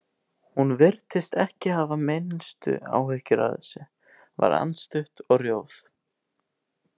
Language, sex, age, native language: Icelandic, male, 18-19, Icelandic